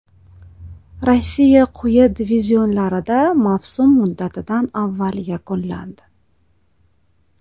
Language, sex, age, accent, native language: Uzbek, female, 35+, Toshkent viloyati, Uzbek